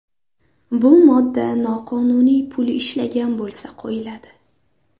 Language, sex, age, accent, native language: Uzbek, female, under 19, Navoiy, Uzbek